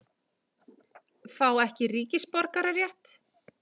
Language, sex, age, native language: Icelandic, female, 40-49, Icelandic